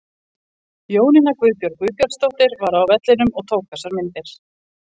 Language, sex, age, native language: Icelandic, female, 40-49, Icelandic